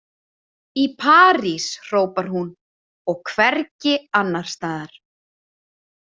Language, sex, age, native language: Icelandic, female, 30-39, Icelandic